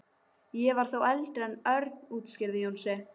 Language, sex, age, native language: Icelandic, female, 12, Icelandic